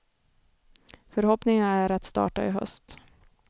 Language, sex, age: Swedish, female, 29